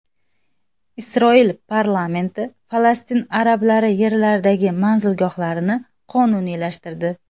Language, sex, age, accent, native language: Uzbek, female, 19-29, Xorazm, Uzbek